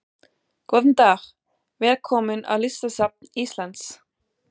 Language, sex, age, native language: Icelandic, female, 20-29, German